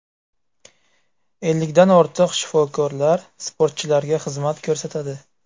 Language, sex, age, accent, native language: Uzbek, male, 18-24, Buxoro, Uzbek